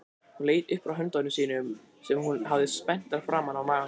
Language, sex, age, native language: Icelandic, male, 20-29, Icelandic